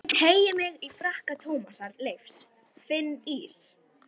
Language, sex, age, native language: Icelandic, female, 11, Icelandic